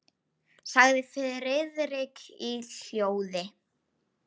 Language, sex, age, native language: Icelandic, female, 8, Icelandic